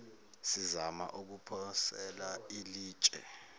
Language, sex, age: Zulu, male, 19